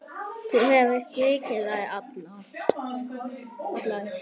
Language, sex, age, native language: Icelandic, male, 7, Icelandic